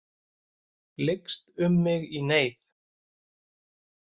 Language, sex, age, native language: Icelandic, male, 30-39, Icelandic